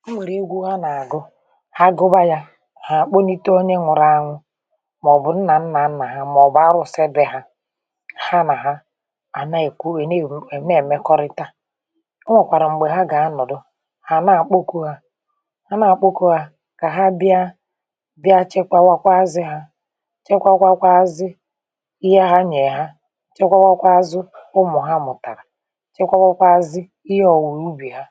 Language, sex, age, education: Igbo, male, 60+, tertiary